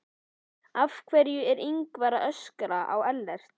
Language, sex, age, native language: Icelandic, male, 11, Icelandic